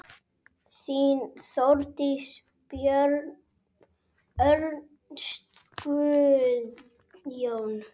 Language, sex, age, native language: Icelandic, male, 7, Icelandic